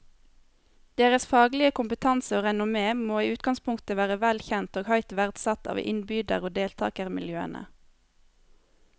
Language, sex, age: Norwegian, female, 23